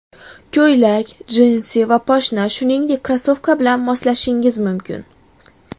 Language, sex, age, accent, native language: Uzbek, female, 19-29, Farg'ona, Uzbek